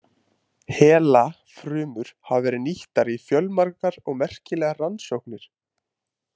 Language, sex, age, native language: Icelandic, male, 20-29, Icelandic